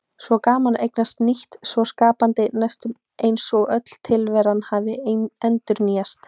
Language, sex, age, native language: Icelandic, female, 18-19, Icelandic